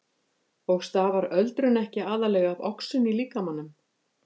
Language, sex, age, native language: Icelandic, female, 50-59, Icelandic